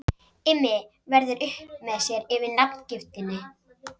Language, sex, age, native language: Icelandic, female, 30-39, Icelandic